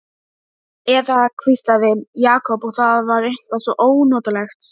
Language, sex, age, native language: Icelandic, female, 12, Icelandic